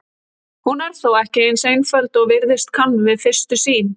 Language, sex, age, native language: Icelandic, female, 30-39, Icelandic